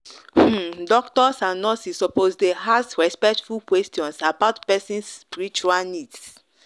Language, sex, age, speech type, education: Nigerian Pidgin, female, 30-45, spontaneous, tertiary